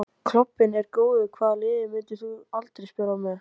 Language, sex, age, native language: Icelandic, male, 14, Icelandic